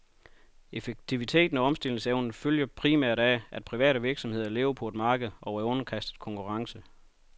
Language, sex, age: Danish, male, 31